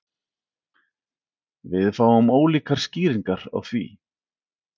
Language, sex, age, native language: Icelandic, male, 40-49, Icelandic